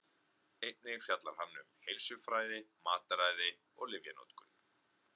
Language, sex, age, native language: Icelandic, male, 30-39, Icelandic